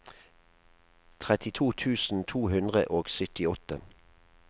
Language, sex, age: Norwegian, male, 37